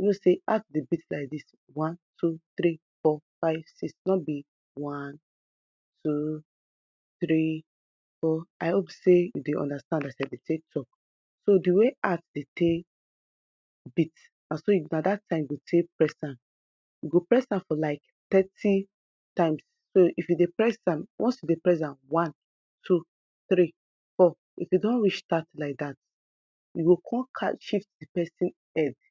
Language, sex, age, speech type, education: Nigerian Pidgin, female, 30-45, spontaneous, tertiary